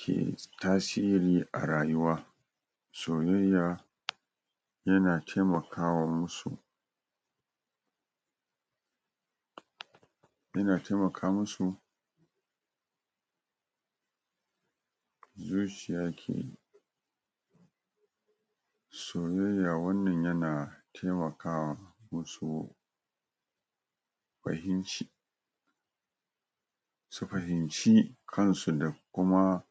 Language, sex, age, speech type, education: Hausa, male, 46-60, spontaneous, tertiary